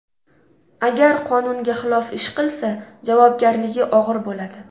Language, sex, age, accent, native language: Uzbek, female, 18-24, Namangan, Uzbek